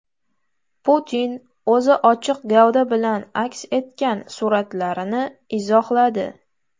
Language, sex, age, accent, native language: Uzbek, female, 18-24, Toshkent viloyati, Uzbek